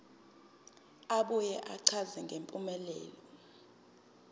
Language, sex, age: Zulu, female, 22